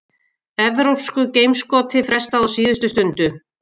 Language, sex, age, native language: Icelandic, female, 50-59, Icelandic